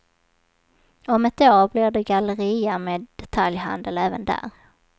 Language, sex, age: Swedish, female, 27